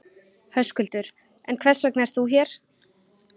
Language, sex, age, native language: Icelandic, female, 20-29, Icelandic